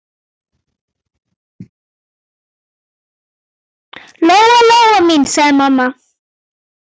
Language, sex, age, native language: Icelandic, female, 8, Icelandic